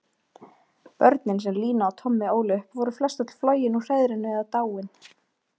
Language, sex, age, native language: Icelandic, female, 20-29, Icelandic